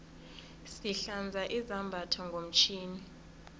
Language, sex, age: South Ndebele, female, 22